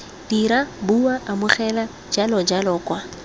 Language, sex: Tswana, female